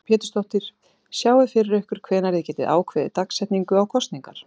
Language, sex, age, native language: Icelandic, female, 20-29, Icelandic